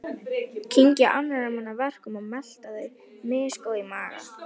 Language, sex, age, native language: Icelandic, female, 11, Icelandic